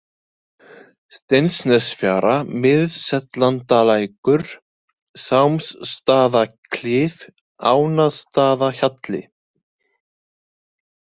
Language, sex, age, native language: Icelandic, male, 20-29, Icelandic